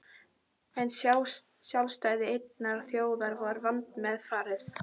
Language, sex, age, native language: Icelandic, female, 12, Icelandic